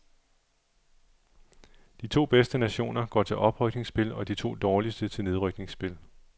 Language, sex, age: Danish, male, 37